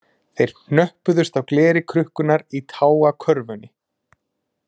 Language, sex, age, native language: Icelandic, male, 20-29, Icelandic